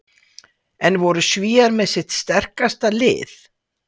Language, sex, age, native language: Icelandic, female, 60-69, Icelandic